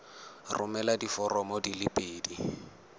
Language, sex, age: Tswana, male, 18